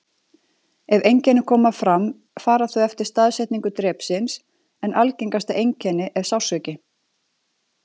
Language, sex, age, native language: Icelandic, female, 40-49, Icelandic